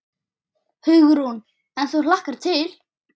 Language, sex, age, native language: Icelandic, male, 9, Icelandic